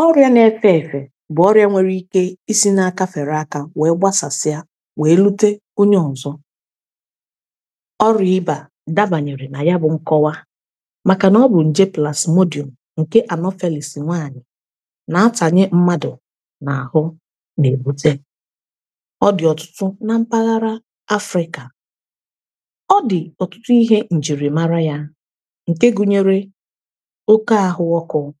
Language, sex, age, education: Igbo, female, 30-45, tertiary